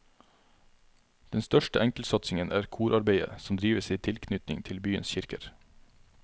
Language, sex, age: Norwegian, male, 33